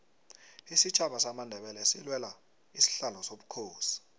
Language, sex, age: South Ndebele, male, 23